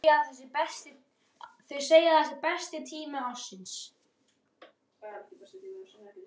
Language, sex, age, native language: Icelandic, male, 13, Icelandic